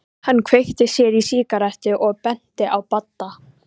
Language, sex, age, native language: Icelandic, female, 14, Icelandic